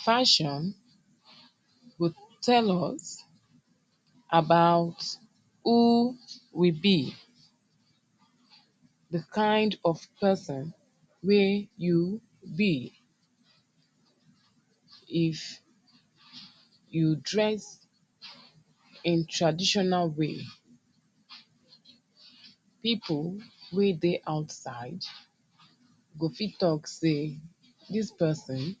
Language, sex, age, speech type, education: Nigerian Pidgin, female, 30-45, spontaneous, tertiary